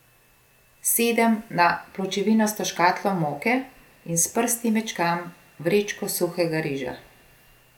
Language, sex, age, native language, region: Slovenian, female, 50-59, Slovenian, Gorenjska region